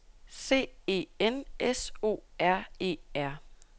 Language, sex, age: Danish, female, 32